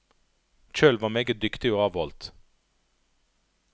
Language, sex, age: Norwegian, male, 39